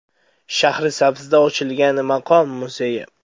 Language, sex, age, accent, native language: Uzbek, male, under 19, Andijon, Uzbek